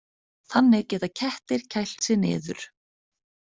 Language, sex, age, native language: Icelandic, female, 30-39, Icelandic